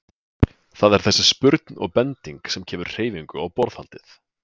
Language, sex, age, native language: Icelandic, male, 20-29, Icelandic